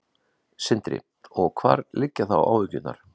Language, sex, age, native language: Icelandic, male, 40-49, Icelandic